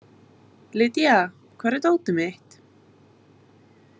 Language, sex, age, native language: Icelandic, female, 20-29, Icelandic